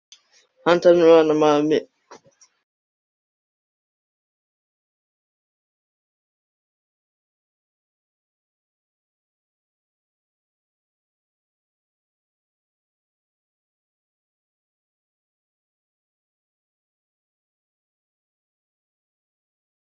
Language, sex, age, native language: Icelandic, male, 13, Icelandic